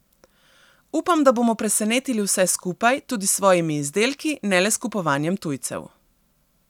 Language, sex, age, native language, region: Slovenian, female, 30-49, Slovenian, Central Slovenia